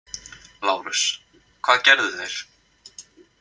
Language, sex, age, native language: Icelandic, male, 20-29, Icelandic